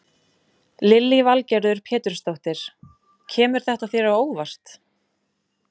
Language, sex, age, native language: Icelandic, female, 20-29, Icelandic